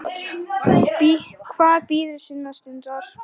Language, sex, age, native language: Icelandic, female, 18-19, Icelandic